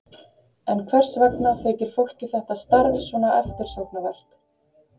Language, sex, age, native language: Icelandic, female, 30-39, Icelandic